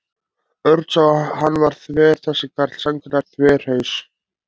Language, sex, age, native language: Icelandic, male, 20-29, Icelandic